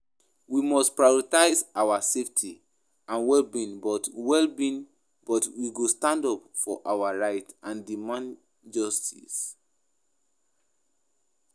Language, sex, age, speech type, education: Nigerian Pidgin, male, 15-29, spontaneous, tertiary